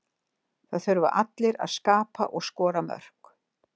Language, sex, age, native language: Icelandic, female, 60-69, Icelandic